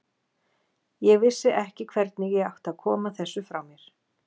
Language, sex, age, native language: Icelandic, female, 40-49, Icelandic